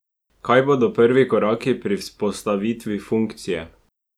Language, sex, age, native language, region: Slovenian, male, 12-17, Slovenian, Drava region